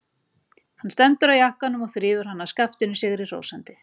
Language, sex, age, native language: Icelandic, female, 40-49, Icelandic